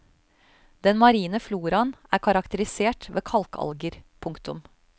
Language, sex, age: Norwegian, female, 35